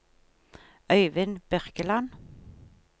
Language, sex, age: Norwegian, female, 43